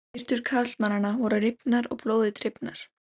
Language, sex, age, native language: Icelandic, female, 17, Icelandic